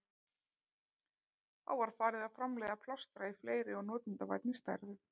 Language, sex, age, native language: Icelandic, female, 30-39, Icelandic